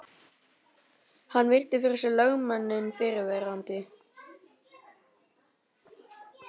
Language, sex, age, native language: Icelandic, male, 11, Icelandic